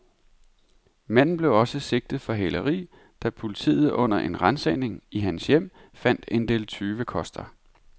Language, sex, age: Danish, male, 31